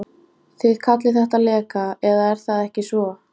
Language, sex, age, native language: Icelandic, female, 14, Icelandic